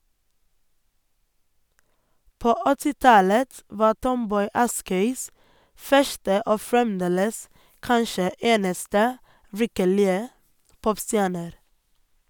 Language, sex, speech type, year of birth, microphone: Norwegian, female, read, 1988, Sennheiser